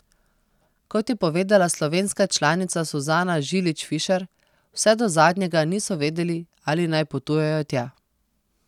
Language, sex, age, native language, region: Slovenian, female, 30-49, Slovenian, Posavska region